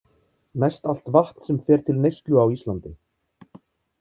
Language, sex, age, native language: Icelandic, male, 30-39, Icelandic